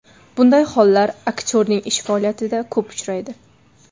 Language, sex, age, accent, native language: Uzbek, female, 25-34, Farg'ona, Uzbek